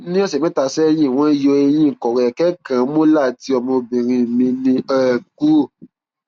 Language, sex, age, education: Yoruba, male, 15-29, tertiary